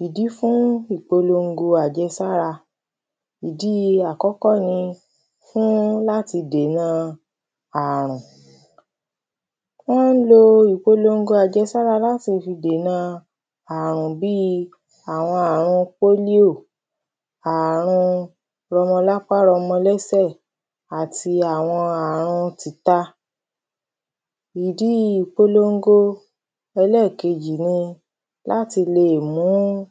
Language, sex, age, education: Yoruba, female, 30-45, primary